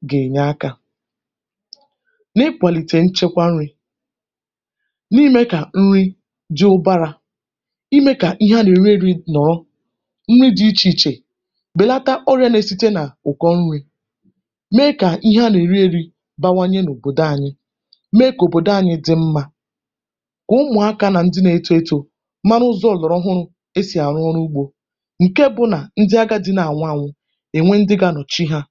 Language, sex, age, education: Igbo, female, 15-29, tertiary